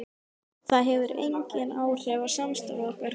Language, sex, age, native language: Icelandic, female, 12, Icelandic